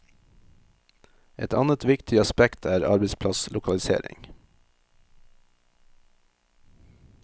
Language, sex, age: Norwegian, male, 38